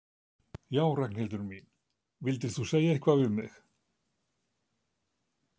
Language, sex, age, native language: Icelandic, male, 70-79, Icelandic